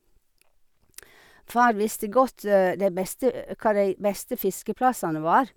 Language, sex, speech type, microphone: Norwegian, female, spontaneous, Sennheiser